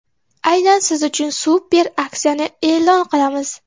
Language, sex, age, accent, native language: Uzbek, female, 12-17, Qoraqalpog'iston, Uzbek